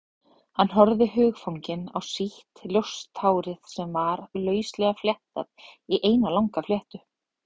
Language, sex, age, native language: Icelandic, female, 30-39, Icelandic